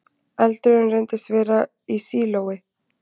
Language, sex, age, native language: Icelandic, female, 20-29, Icelandic